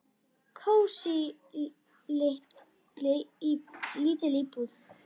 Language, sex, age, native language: Icelandic, female, 10, Icelandic